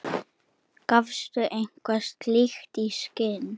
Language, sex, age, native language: Icelandic, male, 8, Icelandic